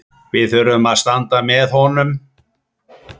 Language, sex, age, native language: Icelandic, male, 40-49, Icelandic